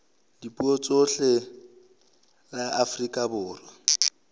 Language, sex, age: Southern Sotho, male, 26